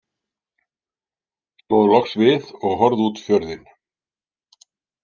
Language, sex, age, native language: Icelandic, male, 60-69, Icelandic